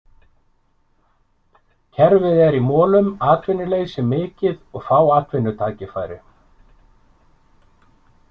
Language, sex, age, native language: Icelandic, male, 50-59, Icelandic